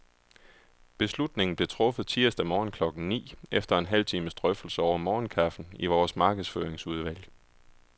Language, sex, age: Danish, male, 31